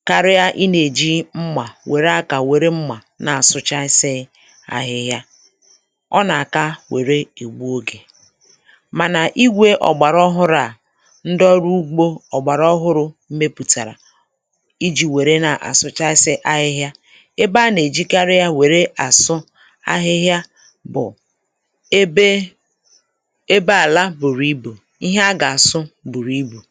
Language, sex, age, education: Igbo, female, 46-60, tertiary